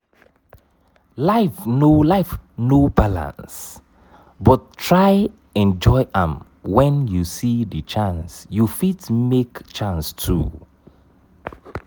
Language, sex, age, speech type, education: Nigerian Pidgin, male, 30-45, spontaneous, tertiary